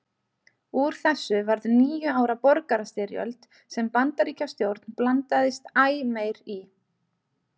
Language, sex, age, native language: Icelandic, female, 30-39, Icelandic